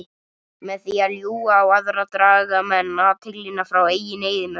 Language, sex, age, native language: Icelandic, male, 30-39, Icelandic